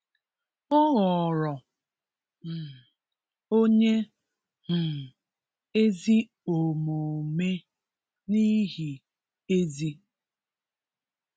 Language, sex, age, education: Igbo, female, 30-45, tertiary